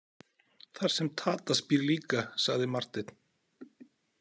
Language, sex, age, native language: Icelandic, male, 40-49, Icelandic